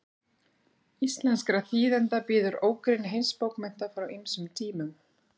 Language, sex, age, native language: Icelandic, female, 40-49, Icelandic